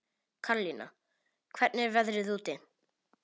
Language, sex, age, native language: Icelandic, male, 18-19, Polish